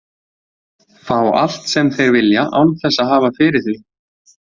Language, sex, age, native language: Icelandic, male, 20-29, Icelandic